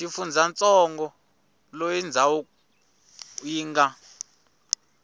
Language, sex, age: Tsonga, male, 21